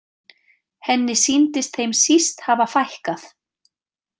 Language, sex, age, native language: Icelandic, female, 30-39, Icelandic